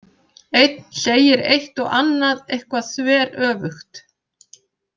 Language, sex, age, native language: Icelandic, female, 50-59, Icelandic